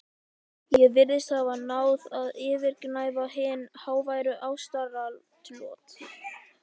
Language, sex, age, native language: Icelandic, male, 11, Icelandic